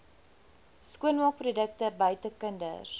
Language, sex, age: Afrikaans, female, 20